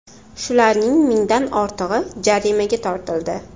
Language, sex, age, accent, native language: Uzbek, female, 18-24, Toshkent shahri, Uzbek